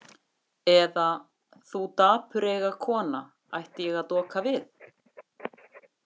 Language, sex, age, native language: Icelandic, female, 50-59, Icelandic